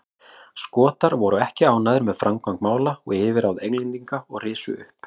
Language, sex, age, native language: Icelandic, male, 40-49, Icelandic